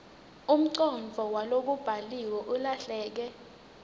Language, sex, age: Swati, female, 19